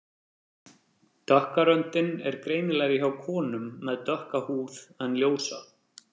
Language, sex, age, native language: Icelandic, male, 30-39, Icelandic